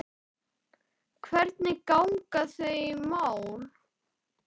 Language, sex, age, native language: Icelandic, male, 10, Icelandic